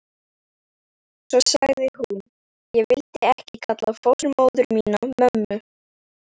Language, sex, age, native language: Icelandic, female, 12, Icelandic